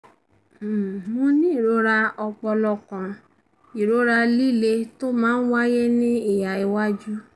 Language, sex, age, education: Yoruba, female, 30-45, tertiary